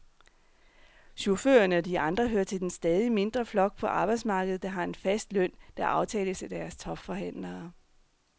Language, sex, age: Danish, female, 39